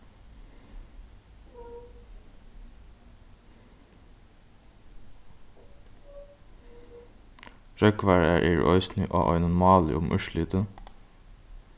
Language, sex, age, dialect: Faroese, male, 15-35, Norðurstreymoy/Eysturoy